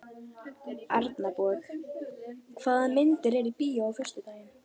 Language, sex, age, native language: Icelandic, female, 12, Icelandic